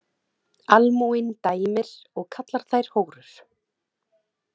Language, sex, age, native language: Icelandic, female, 30-39, Icelandic